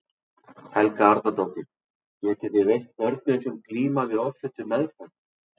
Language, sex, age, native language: Icelandic, male, 40-49, Icelandic